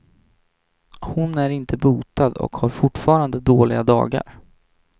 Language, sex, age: Swedish, male, 23